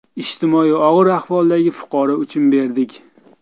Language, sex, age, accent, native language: Uzbek, male, 35+, Toshkent viloyati, Uzbek